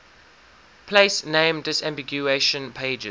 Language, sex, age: English, male, 19